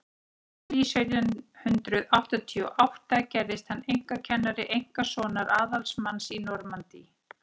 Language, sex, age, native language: Icelandic, female, 40-49, Icelandic